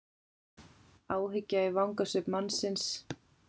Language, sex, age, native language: Icelandic, female, 40-49, Icelandic